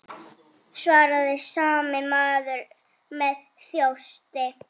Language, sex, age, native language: Icelandic, female, 8, Icelandic